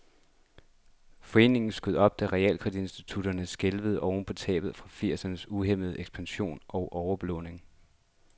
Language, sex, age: Danish, male, 26